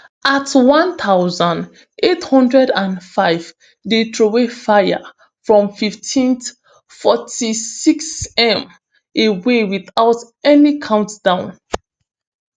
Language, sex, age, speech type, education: Nigerian Pidgin, female, 15-29, spontaneous, tertiary